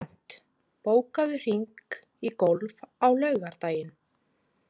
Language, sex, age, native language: Icelandic, female, 30-39, Icelandic